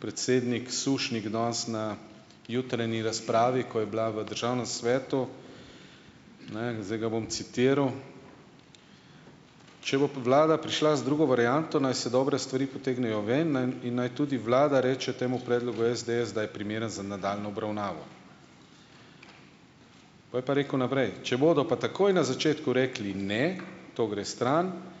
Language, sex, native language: Slovenian, male, Slovenian